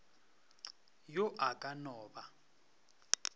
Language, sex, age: Northern Sotho, male, 23